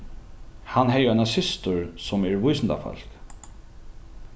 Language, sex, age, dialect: Faroese, male, 36-60, Norðuroyggjar